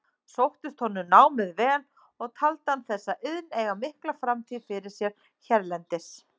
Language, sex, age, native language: Icelandic, female, 30-39, Icelandic